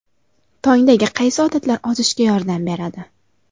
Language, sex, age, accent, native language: Uzbek, female, 19-29, Toshkent viloyati, Uzbek